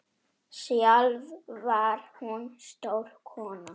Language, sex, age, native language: Icelandic, female, 7, Polish